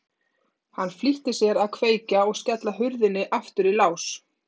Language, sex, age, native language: Icelandic, female, 30-39, Icelandic